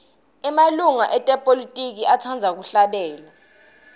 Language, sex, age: Swati, female, 19